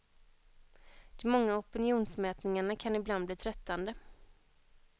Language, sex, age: Swedish, female, 21